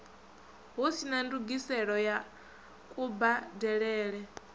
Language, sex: Venda, male